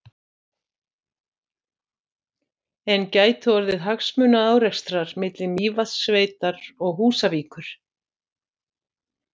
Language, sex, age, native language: Icelandic, female, 60-69, Icelandic